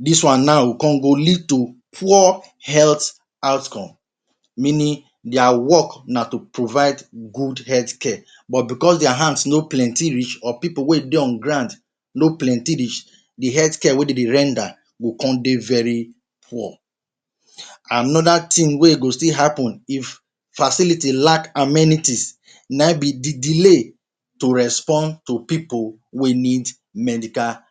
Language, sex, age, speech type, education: Nigerian Pidgin, male, 30-45, spontaneous, tertiary